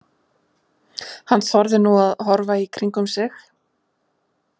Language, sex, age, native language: Icelandic, female, 40-49, Icelandic